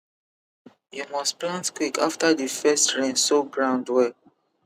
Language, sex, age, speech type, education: Nigerian Pidgin, male, 15-29, spontaneous, tertiary